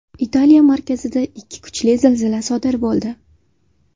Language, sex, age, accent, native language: Uzbek, female, 19-29, Sirdaryo, Uzbek